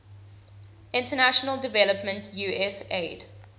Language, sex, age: English, female, 21